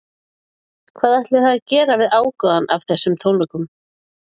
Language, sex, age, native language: Icelandic, female, 40-49, Icelandic